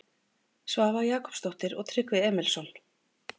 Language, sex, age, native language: Icelandic, female, 40-49, Icelandic